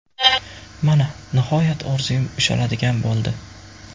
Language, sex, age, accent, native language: Uzbek, male, 25-34, Buxoro, Uzbek